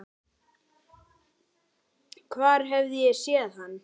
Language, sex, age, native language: Icelandic, male, 9, Icelandic